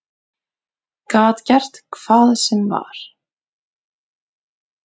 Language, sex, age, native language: Icelandic, female, 40-49, Icelandic